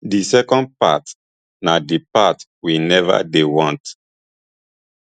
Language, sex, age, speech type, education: Nigerian Pidgin, male, 30-45, spontaneous, tertiary